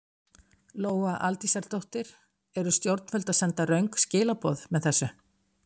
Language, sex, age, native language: Icelandic, female, 60-69, Icelandic